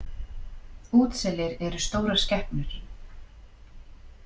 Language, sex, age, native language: Icelandic, female, 40-49, Icelandic